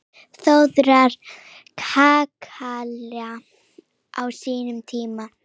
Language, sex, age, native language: Icelandic, female, 9, Icelandic